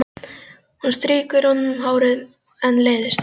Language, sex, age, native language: Icelandic, female, 12, Icelandic